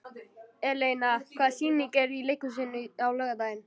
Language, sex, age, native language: Icelandic, male, 11, Icelandic